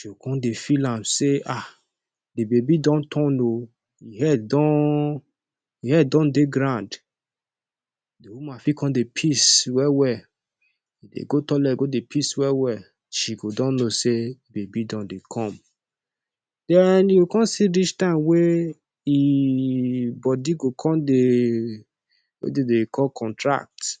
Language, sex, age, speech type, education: Nigerian Pidgin, male, 15-29, spontaneous, tertiary